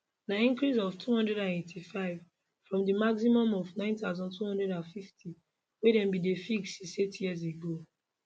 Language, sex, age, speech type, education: Nigerian Pidgin, female, 15-29, spontaneous, tertiary